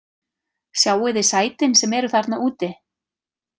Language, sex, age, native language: Icelandic, female, 30-39, Icelandic